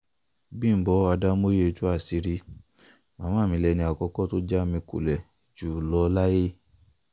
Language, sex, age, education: Yoruba, male, 15-29, tertiary